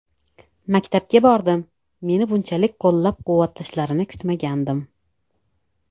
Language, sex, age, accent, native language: Uzbek, female, 35+, Namangan, Uzbek